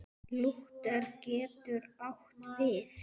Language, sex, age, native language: Icelandic, male, 10, Icelandic